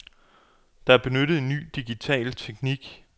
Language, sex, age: Danish, male, 28